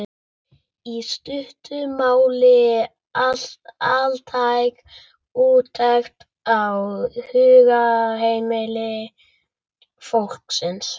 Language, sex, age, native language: Icelandic, male, 11, Icelandic